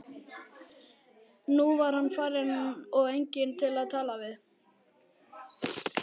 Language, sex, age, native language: Icelandic, male, 11, Icelandic